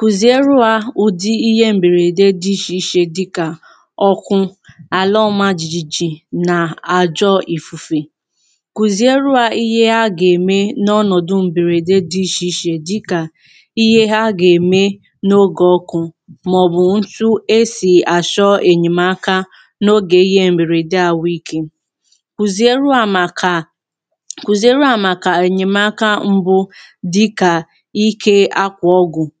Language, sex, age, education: Igbo, female, 15-29, tertiary